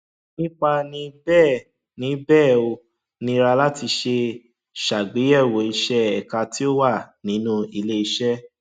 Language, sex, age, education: Yoruba, male, 15-29, tertiary